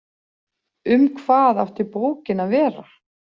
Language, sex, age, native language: Icelandic, female, 40-49, Icelandic